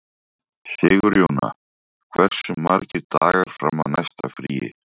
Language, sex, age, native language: Icelandic, male, 40-49, Icelandic